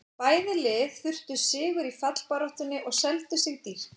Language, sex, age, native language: Icelandic, female, 40-49, Icelandic